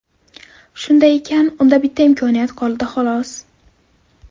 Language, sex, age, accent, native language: Uzbek, female, 12-17, Navoiy, Uzbek